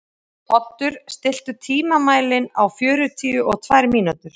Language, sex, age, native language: Icelandic, female, 30-39, Icelandic